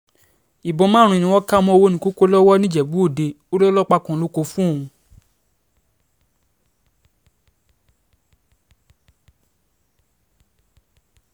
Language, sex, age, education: Yoruba, male, 15-29, secondary